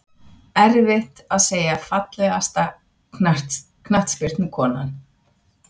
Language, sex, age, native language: Icelandic, female, 60-69, Swedish